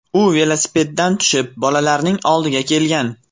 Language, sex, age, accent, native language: Uzbek, male, 18-24, Farg'ona, Uzbek